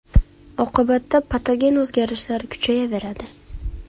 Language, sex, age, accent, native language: Uzbek, female, 19-29, Farg'ona, Uzbek